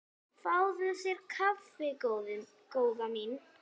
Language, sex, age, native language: Icelandic, female, 8, Icelandic